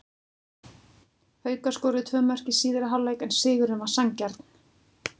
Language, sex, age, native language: Icelandic, female, 40-49, Icelandic